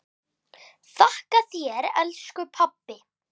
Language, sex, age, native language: Icelandic, male, 10, Icelandic